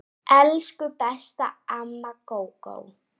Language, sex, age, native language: Icelandic, female, 8, Icelandic